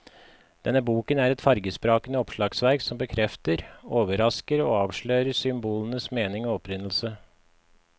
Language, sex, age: Norwegian, male, 53